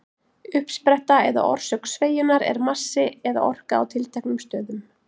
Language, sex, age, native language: Icelandic, female, 40-49, Icelandic